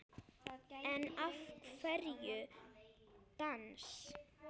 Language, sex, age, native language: Icelandic, female, 8, Icelandic